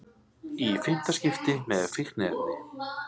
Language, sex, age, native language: Icelandic, male, 30-39, Icelandic